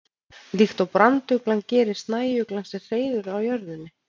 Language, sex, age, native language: Icelandic, female, 30-39, Icelandic